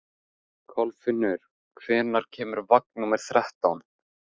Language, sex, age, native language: Icelandic, male, 15, Icelandic